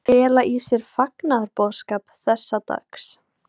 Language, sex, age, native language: Icelandic, female, 18-19, Icelandic